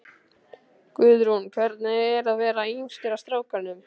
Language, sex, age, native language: Icelandic, male, 13, Icelandic